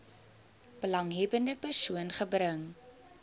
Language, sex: Afrikaans, female